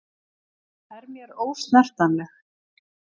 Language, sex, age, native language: Icelandic, female, 50-59, Icelandic